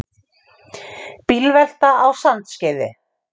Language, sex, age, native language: Icelandic, female, 50-59, Icelandic